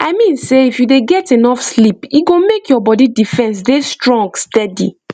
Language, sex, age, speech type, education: Nigerian Pidgin, female, 15-29, spontaneous, tertiary